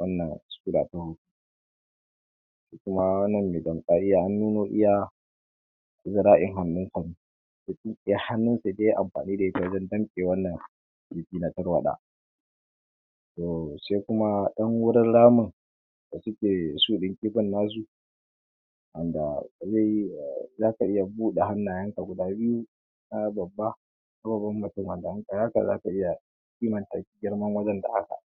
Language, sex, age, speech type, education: Hausa, male, 15-29, spontaneous, tertiary